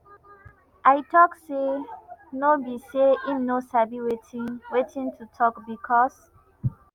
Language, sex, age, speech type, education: Nigerian Pidgin, female, 15-29, spontaneous, tertiary